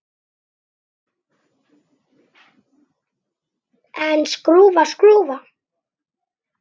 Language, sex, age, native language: Icelandic, male, 7, Icelandic